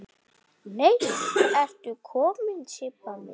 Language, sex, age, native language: Icelandic, male, 7, Icelandic